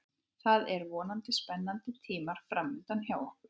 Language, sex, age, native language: Icelandic, female, 18-19, Icelandic